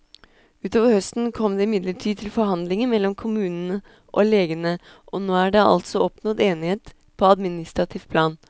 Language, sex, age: Norwegian, female, 26